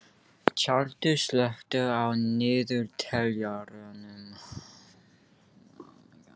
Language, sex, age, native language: Icelandic, male, 15, English